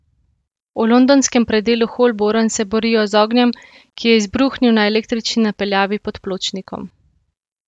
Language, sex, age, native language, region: Slovenian, female, 18-29, Slovenian, Central Slovenia